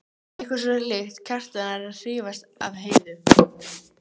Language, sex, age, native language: Icelandic, female, 13, Icelandic